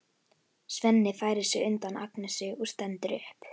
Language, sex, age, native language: Icelandic, female, 11, Icelandic